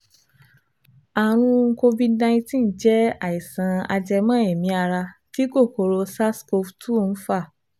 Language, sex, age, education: Yoruba, female, 15-29, tertiary